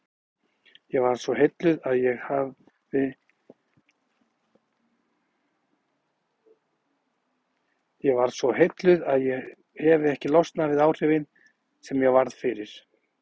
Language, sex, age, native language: Icelandic, male, 40-49, Icelandic